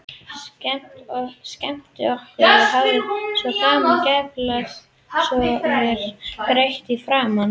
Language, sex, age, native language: Icelandic, female, 30-39, Icelandic